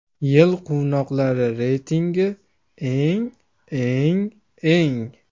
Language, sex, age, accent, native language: Uzbek, male, 18-24, Andijon, Uzbek